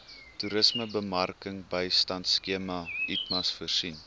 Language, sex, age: Afrikaans, male, 19